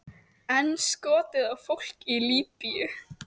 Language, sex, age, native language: Icelandic, female, 18-19, Icelandic